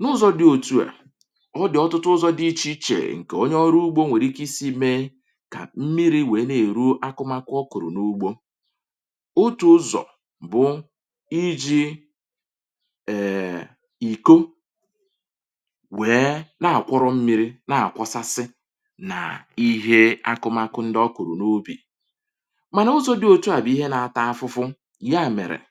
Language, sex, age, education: Igbo, male, 30-45, tertiary